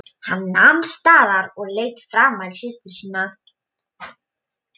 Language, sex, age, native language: Icelandic, female, 12, Polish